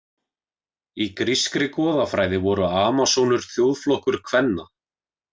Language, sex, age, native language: Icelandic, male, 20-29, Icelandic